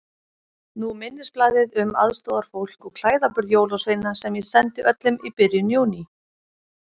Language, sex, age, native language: Icelandic, female, 30-39, Icelandic